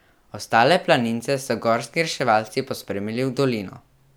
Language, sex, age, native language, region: Slovenian, male, 12-17, Slovenian, Central Slovenia